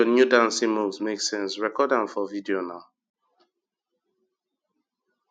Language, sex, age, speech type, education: Nigerian Pidgin, male, 30-45, spontaneous, tertiary